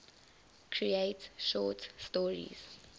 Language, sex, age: English, female, 20